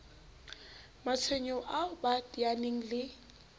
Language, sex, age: Southern Sotho, female, 29